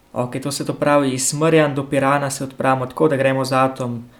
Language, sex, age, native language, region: Slovenian, male, 18-29, Slovenian, Central Slovenia